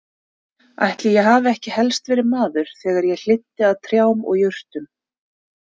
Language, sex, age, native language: Icelandic, female, 30-39, Icelandic